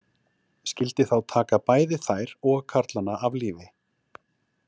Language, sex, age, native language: Icelandic, male, 40-49, Icelandic